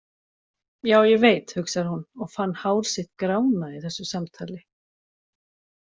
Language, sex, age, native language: Icelandic, female, 40-49, Icelandic